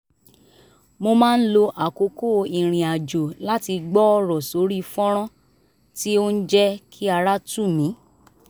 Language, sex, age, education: Yoruba, female, 30-45, tertiary